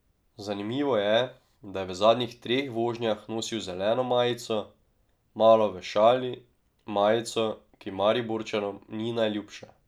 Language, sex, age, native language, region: Slovenian, male, 18-29, Slovenian, Drava region